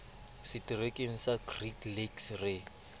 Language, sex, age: Southern Sotho, male, 24